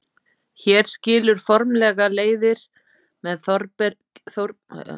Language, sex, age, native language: Icelandic, female, 50-59, Icelandic